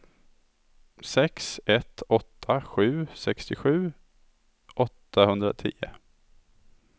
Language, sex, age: Swedish, male, 27